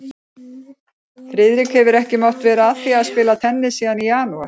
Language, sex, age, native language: Icelandic, female, 50-59, Icelandic